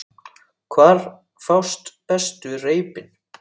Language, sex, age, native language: Icelandic, male, 6, Icelandic